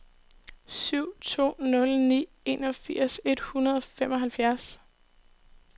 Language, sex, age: Danish, female, 18